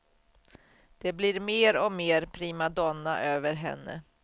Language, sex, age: Swedish, female, 44